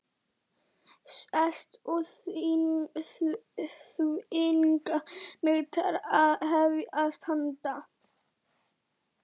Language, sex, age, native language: Icelandic, female, 11, Icelandic